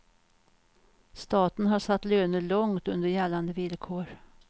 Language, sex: Swedish, female